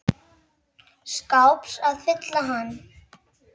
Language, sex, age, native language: Icelandic, male, 8, Icelandic